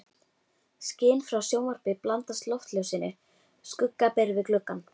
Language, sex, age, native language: Icelandic, female, 12, Icelandic